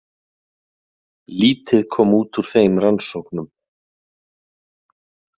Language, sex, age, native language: Icelandic, male, 40-49, Icelandic